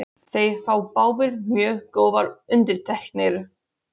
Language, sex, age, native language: Icelandic, female, 16, Polish